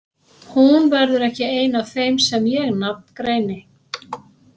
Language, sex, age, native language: Icelandic, female, 60-69, Icelandic